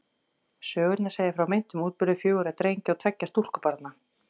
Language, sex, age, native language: Icelandic, female, 40-49, Icelandic